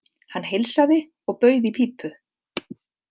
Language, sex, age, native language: Icelandic, female, 50-59, Icelandic